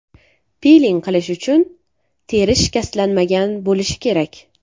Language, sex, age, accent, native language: Uzbek, female, 18-24, Navoiy, Uzbek